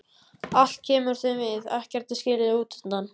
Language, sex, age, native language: Icelandic, male, 14, Icelandic